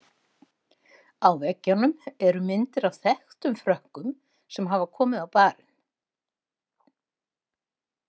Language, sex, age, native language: Icelandic, female, 70-79, Icelandic